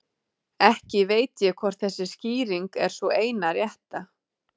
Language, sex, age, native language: Icelandic, female, 30-39, Icelandic